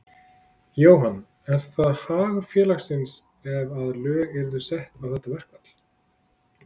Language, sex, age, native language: Icelandic, male, 30-39, Icelandic